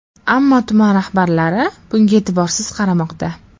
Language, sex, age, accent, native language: Uzbek, female, 12-17, Farg'ona, Uzbek